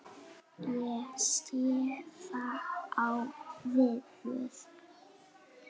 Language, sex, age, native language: Icelandic, male, 8, Icelandic